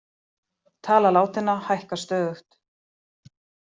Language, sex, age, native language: Icelandic, female, 40-49, Icelandic